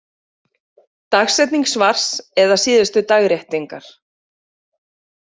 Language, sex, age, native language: Icelandic, female, 40-49, Icelandic